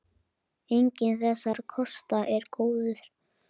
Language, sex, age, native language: Icelandic, male, 10, Icelandic